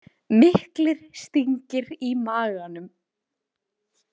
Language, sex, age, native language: Icelandic, female, 20-29, Icelandic